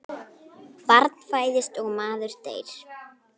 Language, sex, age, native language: Icelandic, female, 9, Icelandic